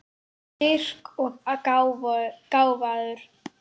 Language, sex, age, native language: Icelandic, female, 9, Icelandic